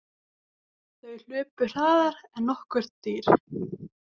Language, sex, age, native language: Icelandic, female, 18-19, Icelandic